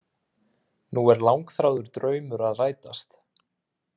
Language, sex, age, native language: Icelandic, male, 30-39, Icelandic